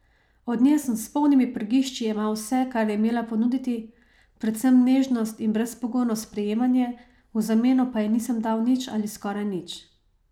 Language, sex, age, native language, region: Slovenian, female, 30-49, Slovenian, Savinja region